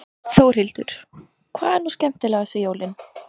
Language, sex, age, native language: Icelandic, female, 14, Icelandic